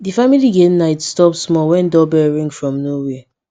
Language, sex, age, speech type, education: Nigerian Pidgin, female, 15-29, spontaneous, secondary